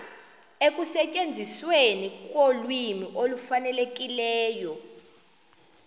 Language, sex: Xhosa, female